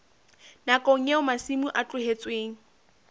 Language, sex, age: Southern Sotho, female, 21